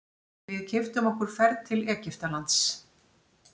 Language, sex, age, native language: Icelandic, female, 60-69, Icelandic